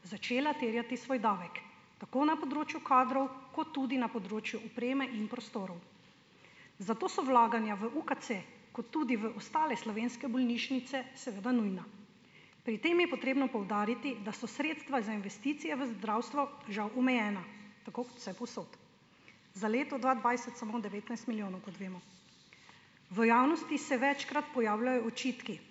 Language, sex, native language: Slovenian, female, Slovenian